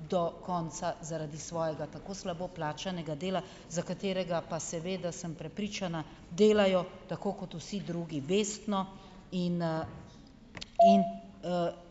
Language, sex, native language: Slovenian, female, Slovenian